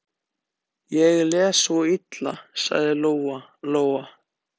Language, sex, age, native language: Icelandic, other, 14, Icelandic